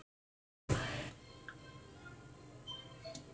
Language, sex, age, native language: Icelandic, male, 9, Icelandic